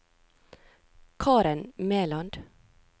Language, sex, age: Norwegian, female, 36